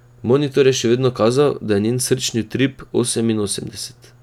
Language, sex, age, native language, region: Slovenian, male, 18-29, Slovenian, Drava region